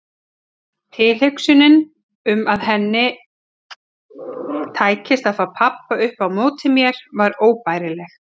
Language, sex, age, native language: Icelandic, female, 40-49, Icelandic